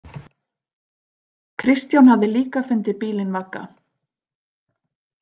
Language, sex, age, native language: Icelandic, female, 40-49, Icelandic